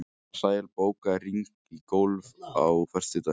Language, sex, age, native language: Icelandic, male, 18-19, Icelandic